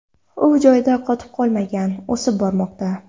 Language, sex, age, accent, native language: Uzbek, female, 18-24, Qoraqalpog'iston, Karakalpak